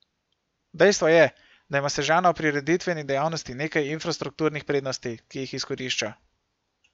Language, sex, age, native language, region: Slovenian, male, 18-29, Slovenian, Gorenjska region